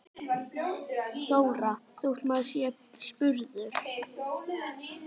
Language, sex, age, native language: Icelandic, male, 10, Icelandic